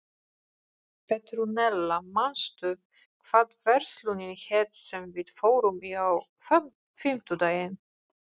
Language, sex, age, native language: Icelandic, female, 40-49, Polish